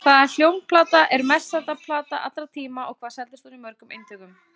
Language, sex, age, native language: Icelandic, female, 20-29, Icelandic